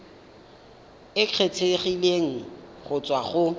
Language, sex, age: Tswana, male, 19